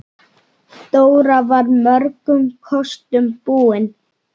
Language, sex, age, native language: Icelandic, male, 9, Icelandic